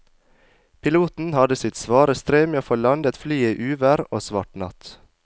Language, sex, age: Norwegian, male, 22